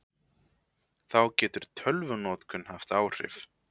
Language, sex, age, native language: Icelandic, male, 20-29, Icelandic